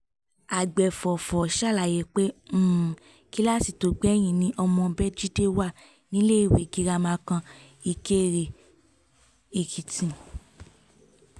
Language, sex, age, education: Yoruba, female, 15-29, tertiary